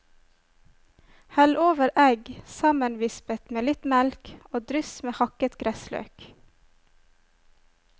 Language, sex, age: Norwegian, female, 25